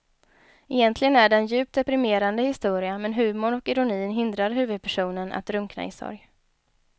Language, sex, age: Swedish, female, 23